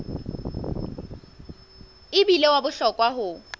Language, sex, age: Southern Sotho, female, 20